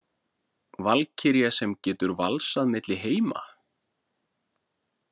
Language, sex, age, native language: Icelandic, male, 40-49, Icelandic